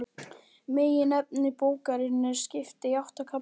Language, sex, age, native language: Icelandic, male, 11, Icelandic